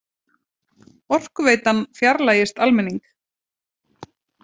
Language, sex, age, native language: Icelandic, female, 40-49, Icelandic